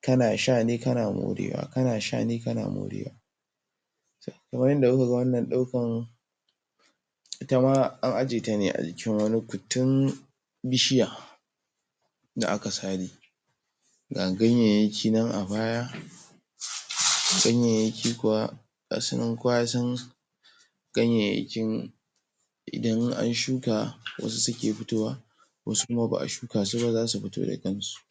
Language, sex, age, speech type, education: Hausa, male, 15-29, spontaneous, tertiary